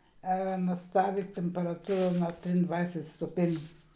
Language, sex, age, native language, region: Slovenian, female, 60+, Slovenian, Savinja region